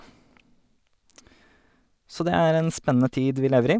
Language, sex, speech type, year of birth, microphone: Norwegian, male, spontaneous, 1988, Sennheiser